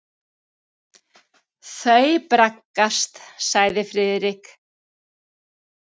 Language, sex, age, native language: Icelandic, female, 60-69, Icelandic